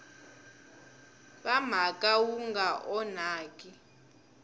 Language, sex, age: Tsonga, female, 20